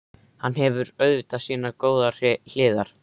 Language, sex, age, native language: Icelandic, male, 13, Icelandic